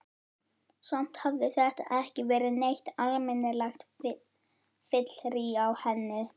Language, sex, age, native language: Icelandic, female, 11, Icelandic